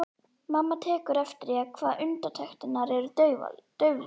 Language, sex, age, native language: Icelandic, female, 11, Icelandic